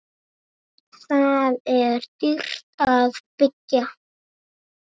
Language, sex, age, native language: Icelandic, female, 7, Icelandic